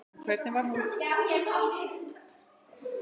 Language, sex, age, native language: Icelandic, female, 9, Icelandic